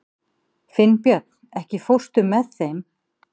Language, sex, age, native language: Icelandic, female, 50-59, Icelandic